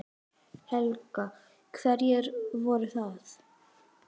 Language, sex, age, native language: Icelandic, female, 10, Icelandic